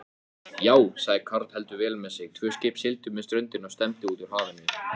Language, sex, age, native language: Icelandic, male, 14, Icelandic